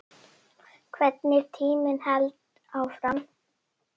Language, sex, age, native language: Icelandic, female, 8, Icelandic